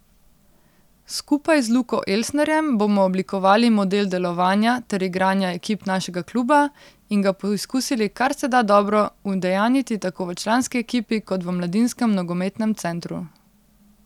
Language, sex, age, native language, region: Slovenian, female, 18-29, Slovenian, Central Slovenia